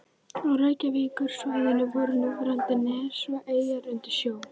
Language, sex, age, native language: Icelandic, male, 11, Icelandic